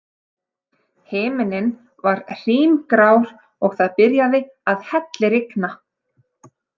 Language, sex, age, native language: Icelandic, female, 30-39, Icelandic